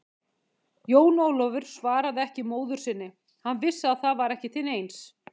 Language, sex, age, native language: Icelandic, female, 50-59, Icelandic